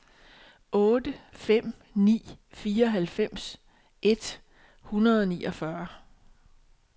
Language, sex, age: Danish, female, 62